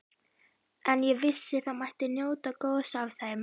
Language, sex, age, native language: Icelandic, female, 12, Icelandic